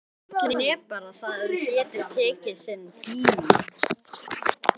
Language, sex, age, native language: Icelandic, male, 11, Icelandic